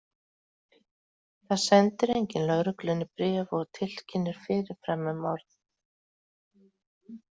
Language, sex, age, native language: Icelandic, female, 40-49, Icelandic